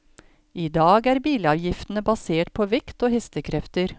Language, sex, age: Norwegian, female, 53